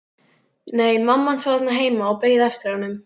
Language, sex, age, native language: Icelandic, female, 15, Icelandic